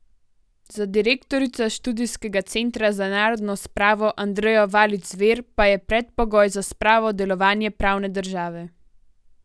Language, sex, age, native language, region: Slovenian, female, 18-29, Slovenian, Gorenjska region